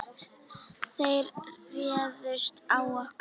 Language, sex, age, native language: Icelandic, female, 9, Icelandic